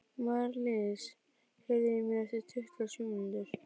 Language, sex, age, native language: Icelandic, female, 12, Icelandic